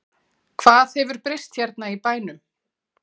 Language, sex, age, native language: Icelandic, female, 40-49, Icelandic